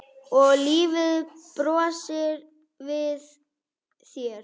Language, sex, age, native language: Icelandic, female, 5, Icelandic